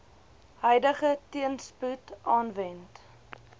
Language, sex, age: Afrikaans, female, 21